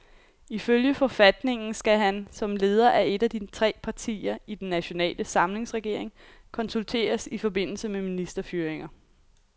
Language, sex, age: Danish, female, 28